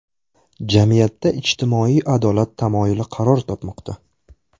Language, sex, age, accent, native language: Uzbek, male, 18-24, Toshkent viloyati, Russian